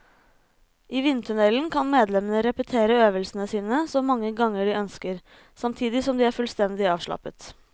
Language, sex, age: Norwegian, female, 26